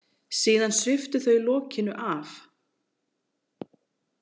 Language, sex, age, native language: Icelandic, female, 40-49, Icelandic